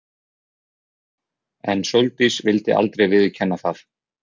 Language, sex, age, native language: Icelandic, male, 40-49, Icelandic